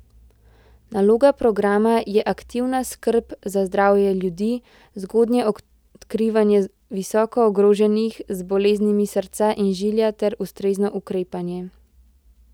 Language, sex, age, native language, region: Slovenian, female, 18-29, Slovenian, Central Slovenia